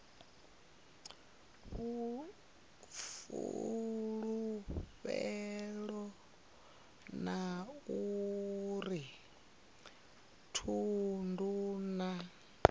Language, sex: Venda, female